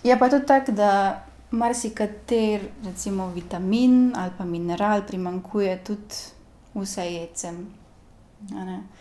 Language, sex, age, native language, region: Slovenian, female, 18-29, Slovenian, Gorica region